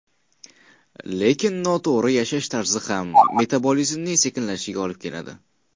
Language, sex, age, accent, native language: Uzbek, male, 19-29, Qashqadaryo, Uzbek